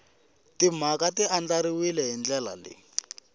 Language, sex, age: Tsonga, male, 18